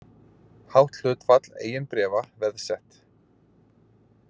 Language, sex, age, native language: Icelandic, male, 40-49, Icelandic